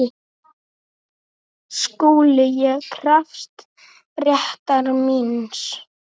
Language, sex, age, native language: Icelandic, female, 7, Icelandic